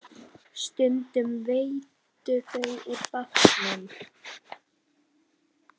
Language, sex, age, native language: Icelandic, female, 10, Icelandic